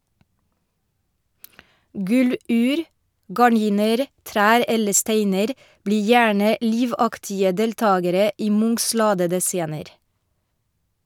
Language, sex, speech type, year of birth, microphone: Norwegian, female, read, 1971, Shure